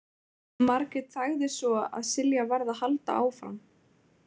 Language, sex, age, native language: Icelandic, female, 20-29, Icelandic